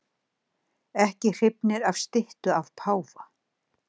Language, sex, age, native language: Icelandic, female, 60-69, Icelandic